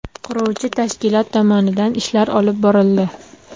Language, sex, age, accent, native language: Uzbek, female, 18-24, Namangan, Uzbek